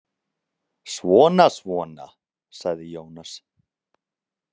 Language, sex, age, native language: Icelandic, male, 30-39, Icelandic